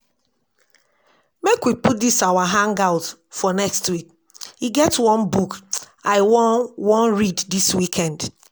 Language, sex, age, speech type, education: Nigerian Pidgin, female, 46-60, spontaneous, tertiary